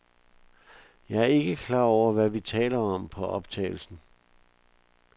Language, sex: Danish, male